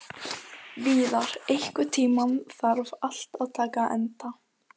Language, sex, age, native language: Icelandic, female, 14, Icelandic